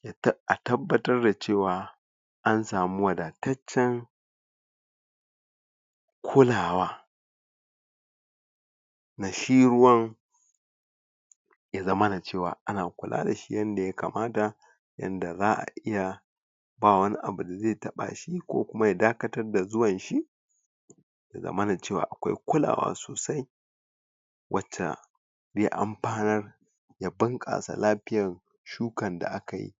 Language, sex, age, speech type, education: Hausa, male, 46-60, spontaneous, tertiary